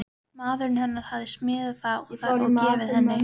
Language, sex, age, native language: Icelandic, female, 13, Icelandic